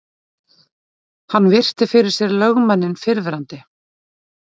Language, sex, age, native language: Icelandic, female, 40-49, Icelandic